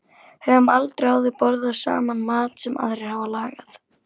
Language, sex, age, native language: Icelandic, female, 11, Icelandic